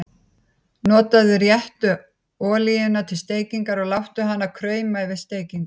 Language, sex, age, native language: Icelandic, female, 50-59, Icelandic